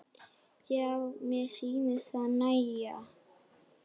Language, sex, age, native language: Icelandic, male, 7, Icelandic